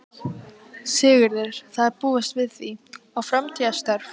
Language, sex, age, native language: Icelandic, female, 12, Icelandic